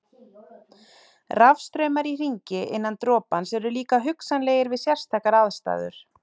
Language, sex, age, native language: Icelandic, female, 30-39, Icelandic